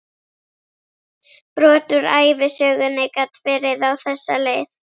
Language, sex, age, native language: Icelandic, female, 11, Icelandic